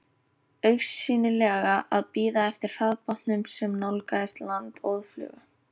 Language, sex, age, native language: Icelandic, female, 13, Icelandic